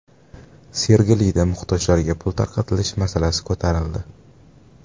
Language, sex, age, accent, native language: Uzbek, male, 18-24, Farg'ona, Uzbek